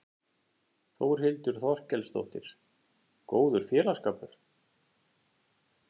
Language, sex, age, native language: Icelandic, male, 50-59, Icelandic